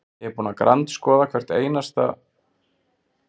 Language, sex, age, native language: Icelandic, male, 40-49, Icelandic